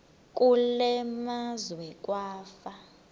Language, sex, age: Xhosa, female, 26